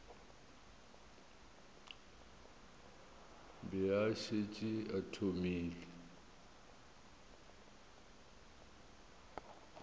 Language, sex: Northern Sotho, male